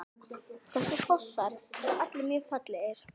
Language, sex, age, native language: Icelandic, female, 12, Icelandic